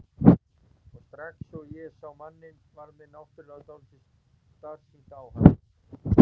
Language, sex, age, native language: Icelandic, male, 40-49, Icelandic